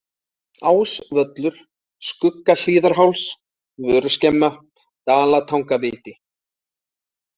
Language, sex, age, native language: Icelandic, male, 30-39, Icelandic